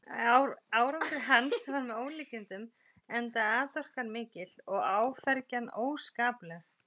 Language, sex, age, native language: Icelandic, female, 40-49, Icelandic